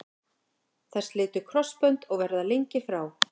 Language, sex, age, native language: Icelandic, female, 50-59, Icelandic